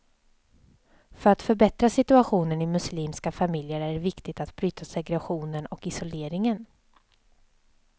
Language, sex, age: Swedish, female, 27